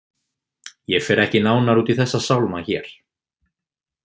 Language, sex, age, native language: Icelandic, male, 20-29, Icelandic